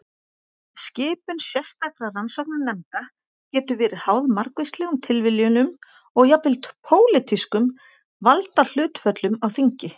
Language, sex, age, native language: Icelandic, female, 40-49, Icelandic